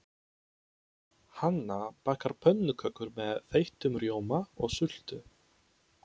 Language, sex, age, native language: Icelandic, male, 20-29, Polish